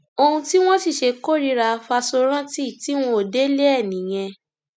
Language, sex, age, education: Yoruba, female, 15-29, tertiary